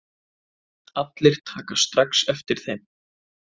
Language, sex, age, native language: Icelandic, male, 20-29, Icelandic